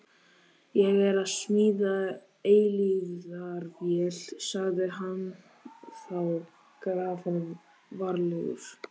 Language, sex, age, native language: Icelandic, male, 13, Icelandic